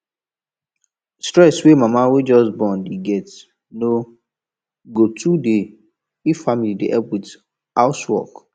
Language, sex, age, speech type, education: Nigerian Pidgin, male, 15-29, spontaneous, tertiary